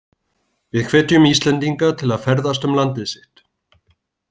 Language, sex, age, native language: Icelandic, male, 40-49, Icelandic